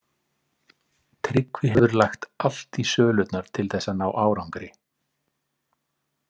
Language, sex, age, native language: Icelandic, male, 50-59, Icelandic